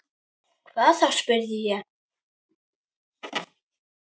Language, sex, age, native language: Icelandic, female, 9, Icelandic